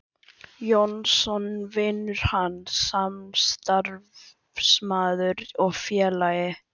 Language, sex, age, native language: Icelandic, male, 11, Icelandic